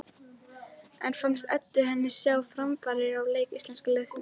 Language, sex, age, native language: Icelandic, female, 11, Icelandic